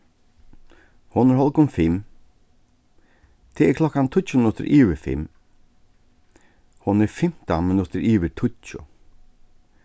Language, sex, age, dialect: Faroese, male, 36-60, Suðurstreymoy